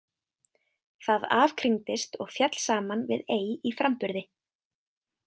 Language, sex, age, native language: Icelandic, female, 20-29, Icelandic